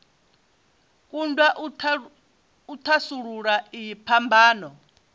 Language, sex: Venda, female